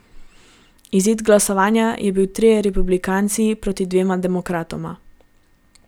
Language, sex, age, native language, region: Slovenian, female, 18-29, Slovenian, Gorenjska region